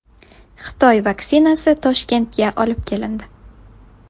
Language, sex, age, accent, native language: Uzbek, female, 19-29, Buxoro, Uzbek